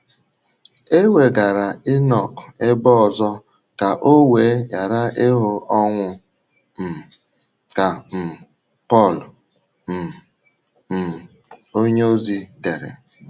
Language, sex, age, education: Igbo, male, 30-45, tertiary